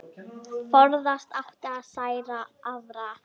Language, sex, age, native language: Icelandic, female, 9, Icelandic